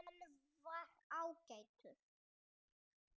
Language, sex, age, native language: Icelandic, male, 6, Icelandic